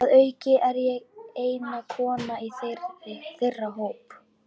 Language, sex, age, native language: Icelandic, female, 12, Icelandic